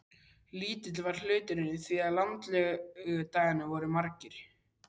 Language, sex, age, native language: Icelandic, male, 12, Icelandic